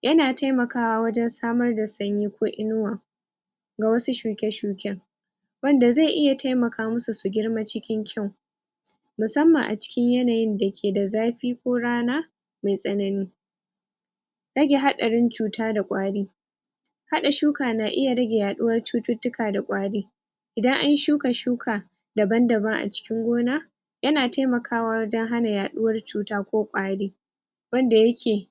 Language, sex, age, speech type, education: Hausa, female, 15-29, spontaneous, tertiary